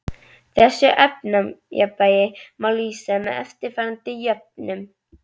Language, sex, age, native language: Icelandic, female, 11, Icelandic